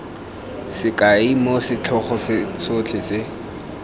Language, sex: Tswana, male